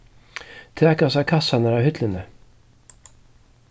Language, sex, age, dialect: Faroese, male, 36-60, Suðurstreymoy